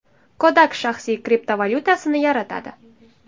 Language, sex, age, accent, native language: Uzbek, female, 19-29, Samarqand, Uzbek